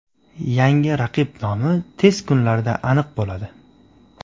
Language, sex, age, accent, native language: Uzbek, male, 18-24, Farg'ona, Uzbek